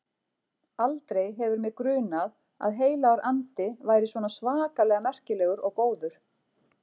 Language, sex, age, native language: Icelandic, female, 40-49, Icelandic